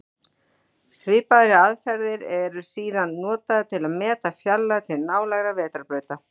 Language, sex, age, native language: Icelandic, female, 40-49, Icelandic